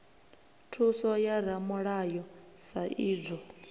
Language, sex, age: Venda, female, 23